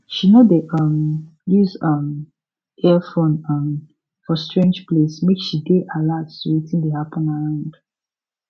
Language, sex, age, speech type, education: Nigerian Pidgin, female, 15-29, spontaneous, secondary